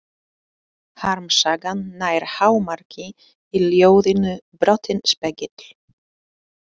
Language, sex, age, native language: Icelandic, female, 30-39, Polish